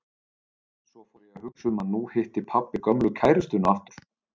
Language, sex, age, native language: Icelandic, male, 30-39, Icelandic